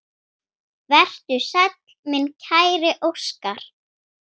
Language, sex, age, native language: Icelandic, female, 9, Icelandic